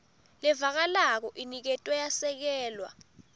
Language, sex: Swati, female